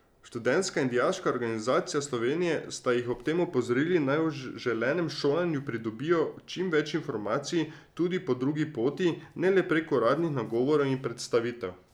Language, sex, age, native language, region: Slovenian, male, 30-49, Slovenian, Drava region